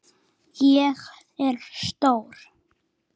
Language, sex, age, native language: Icelandic, female, 9, Icelandic